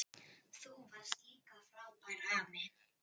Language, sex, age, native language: Icelandic, female, 10, Icelandic